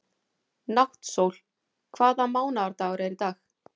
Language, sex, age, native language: Icelandic, female, 40-49, Icelandic